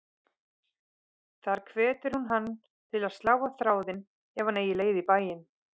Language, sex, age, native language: Icelandic, female, 30-39, Icelandic